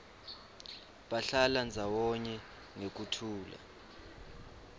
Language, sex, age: Swati, male, 23